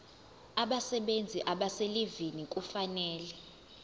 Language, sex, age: Zulu, female, 20